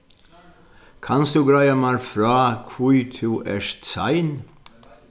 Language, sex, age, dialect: Faroese, male, 61+, Sandoy